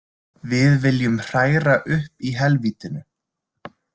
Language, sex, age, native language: Icelandic, male, 20-29, Icelandic